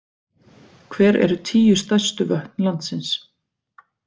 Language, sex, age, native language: Icelandic, female, 40-49, Icelandic